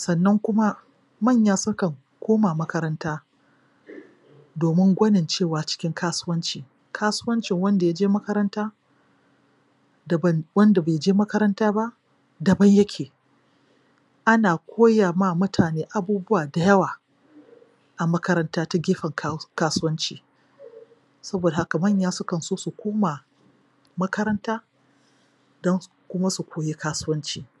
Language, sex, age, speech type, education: Hausa, female, 46-60, spontaneous, tertiary